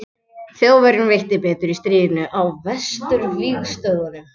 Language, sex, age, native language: Icelandic, other, 18-19, Icelandic